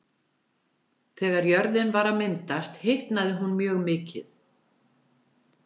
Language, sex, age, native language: Icelandic, female, 70-79, Icelandic